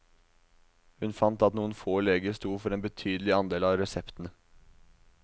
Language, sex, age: Norwegian, male, 19